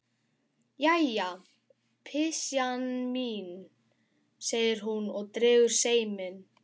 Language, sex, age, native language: Icelandic, male, 12, Icelandic